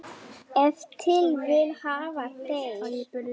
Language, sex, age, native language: Icelandic, female, 10, Lithuanian